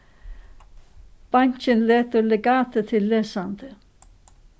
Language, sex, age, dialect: Faroese, female, 61+, Suðurstreymoy